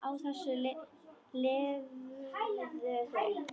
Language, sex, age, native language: Icelandic, female, 10, Icelandic